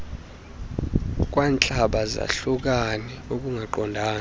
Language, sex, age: Xhosa, male, 20